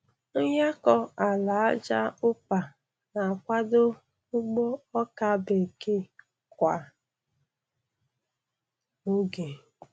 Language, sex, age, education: Igbo, female, 15-29, tertiary